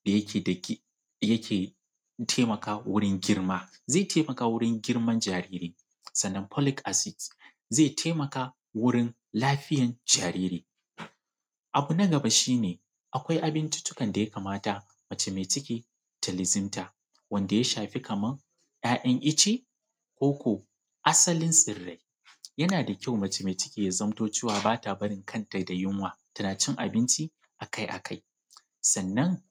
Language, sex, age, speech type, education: Hausa, male, 15-29, spontaneous, secondary